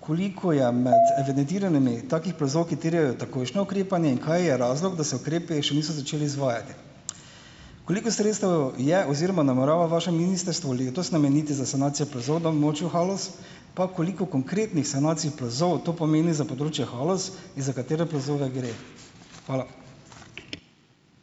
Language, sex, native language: Slovenian, male, Slovenian